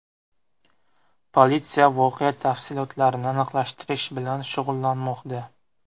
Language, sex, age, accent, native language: Uzbek, male, 18-24, Buxoro, Uzbek